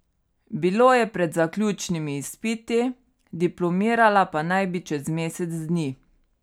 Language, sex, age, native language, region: Slovenian, female, 30-49, Slovenian, Carinthia region